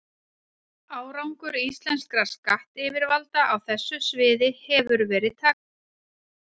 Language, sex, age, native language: Icelandic, female, 40-49, Icelandic